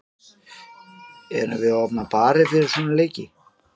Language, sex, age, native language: Icelandic, male, 50-59, Icelandic